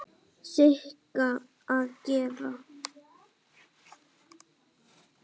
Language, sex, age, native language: Icelandic, female, 9, Icelandic